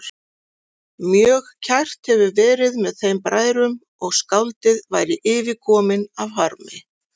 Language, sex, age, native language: Icelandic, female, 40-49, Icelandic